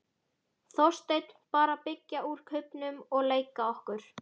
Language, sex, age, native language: Icelandic, female, 12, Icelandic